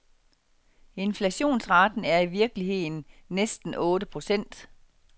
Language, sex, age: Danish, female, 49